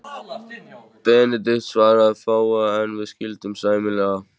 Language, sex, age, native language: Icelandic, male, 14, Icelandic